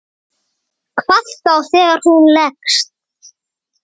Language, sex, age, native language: Icelandic, male, 8, Icelandic